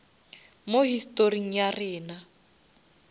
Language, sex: Northern Sotho, female